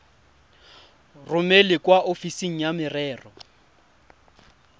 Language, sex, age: Tswana, male, 20